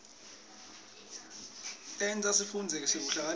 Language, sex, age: Swati, male, 26